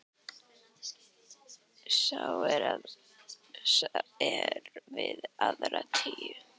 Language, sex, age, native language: Icelandic, female, 18-19, Icelandic